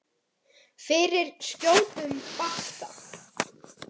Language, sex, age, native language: Icelandic, male, 10, Icelandic